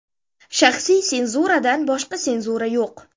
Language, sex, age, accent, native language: Uzbek, female, 19-29, Sirdaryo, Uzbek